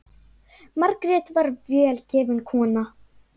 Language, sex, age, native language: Icelandic, female, 9, Icelandic